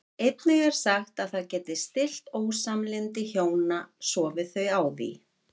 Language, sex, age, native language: Icelandic, female, 50-59, Icelandic